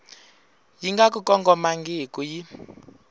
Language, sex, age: Tsonga, male, 20